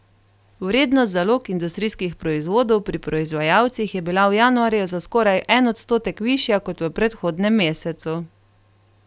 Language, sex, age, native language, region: Slovenian, female, 30-49, Slovenian, Carinthia region